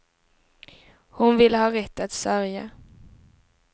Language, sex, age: Swedish, female, 19